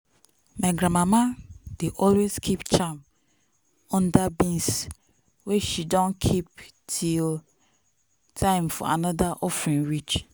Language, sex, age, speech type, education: Nigerian Pidgin, female, 15-29, spontaneous, tertiary